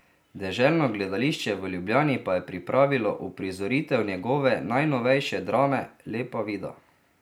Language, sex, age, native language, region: Slovenian, male, 30-49, Slovenian, Drava region